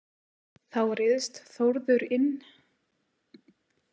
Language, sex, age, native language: Icelandic, female, 30-39, Icelandic